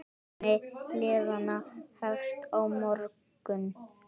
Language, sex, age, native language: Icelandic, male, 9, Icelandic